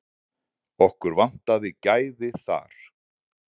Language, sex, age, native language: Icelandic, male, 40-49, Icelandic